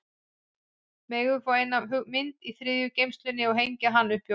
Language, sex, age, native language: Icelandic, female, 40-49, Icelandic